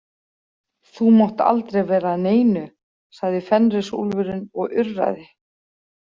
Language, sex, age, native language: Icelandic, female, 40-49, Icelandic